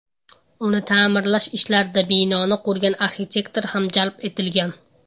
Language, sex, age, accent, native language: Uzbek, male, under 19, Andijon, Uzbek